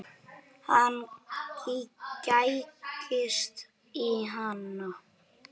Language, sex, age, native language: Icelandic, male, 10, Icelandic